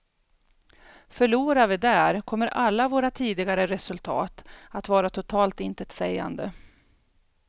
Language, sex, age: Swedish, female, 42